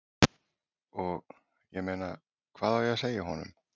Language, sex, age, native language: Icelandic, male, 40-49, Icelandic